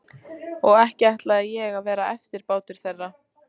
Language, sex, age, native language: Icelandic, female, 14, Icelandic